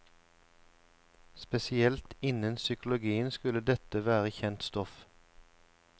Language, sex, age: Norwegian, male, 34